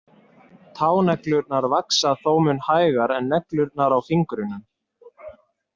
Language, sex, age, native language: Icelandic, male, 20-29, Icelandic